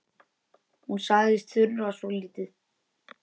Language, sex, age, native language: Icelandic, male, 9, Icelandic